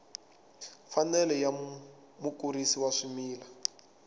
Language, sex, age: Tsonga, male, 24